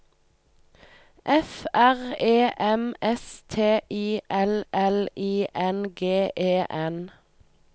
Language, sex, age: Norwegian, female, 25